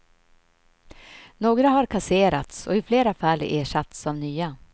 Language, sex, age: Swedish, female, 53